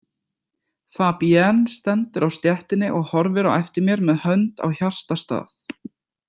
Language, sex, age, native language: Icelandic, male, 20-29, Icelandic